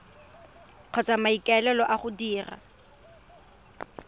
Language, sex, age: Tswana, female, 23